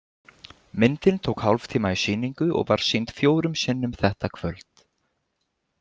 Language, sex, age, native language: Icelandic, male, 20-29, Icelandic